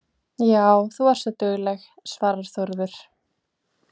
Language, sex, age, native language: Icelandic, female, 20-29, Icelandic